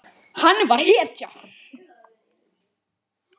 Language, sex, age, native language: Icelandic, male, 9, Icelandic